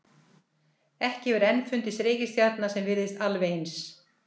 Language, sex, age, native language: Icelandic, female, 60-69, Icelandic